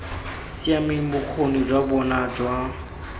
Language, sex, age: Tswana, male, 20